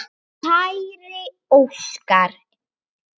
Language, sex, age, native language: Icelandic, female, 8, Icelandic